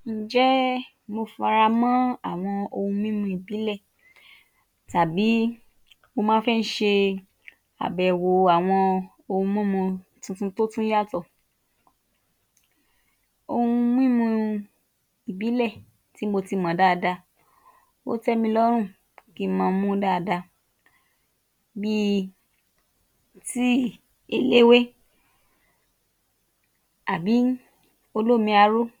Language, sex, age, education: Yoruba, female, 30-45, tertiary